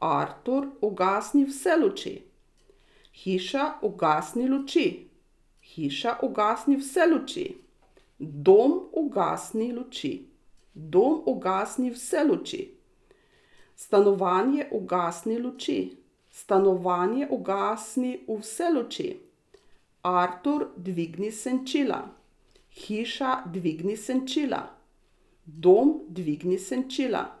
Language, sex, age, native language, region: Slovenian, female, 60+, Slovenian, Savinja region